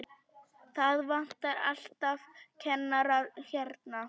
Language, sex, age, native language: Icelandic, female, 10, Polish